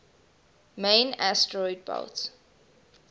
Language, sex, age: English, female, 20